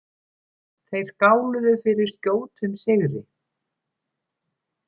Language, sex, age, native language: Icelandic, female, 70-79, Icelandic